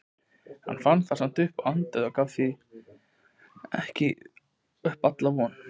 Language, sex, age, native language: Icelandic, male, 20-29, Icelandic